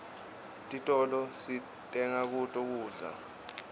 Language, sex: Swati, male